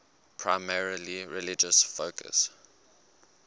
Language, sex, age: English, male, 19